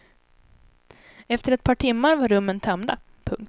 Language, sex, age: Swedish, female, 18